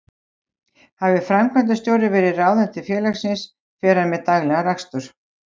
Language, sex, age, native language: Icelandic, female, 60-69, Icelandic